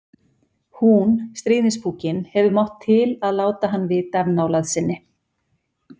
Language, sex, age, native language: Icelandic, female, 40-49, Icelandic